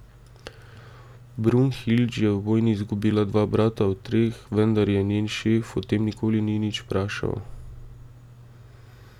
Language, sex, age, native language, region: Slovenian, male, 18-29, Slovenian, Drava region